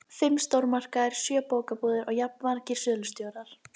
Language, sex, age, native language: Icelandic, female, 12, Icelandic